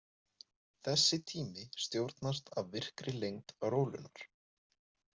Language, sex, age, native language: Icelandic, male, 20-29, Icelandic